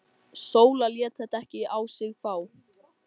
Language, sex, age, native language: Icelandic, male, 14, Icelandic